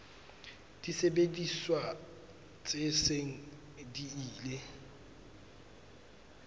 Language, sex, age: Southern Sotho, male, 23